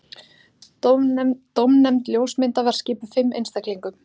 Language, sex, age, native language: Icelandic, female, 30-39, Icelandic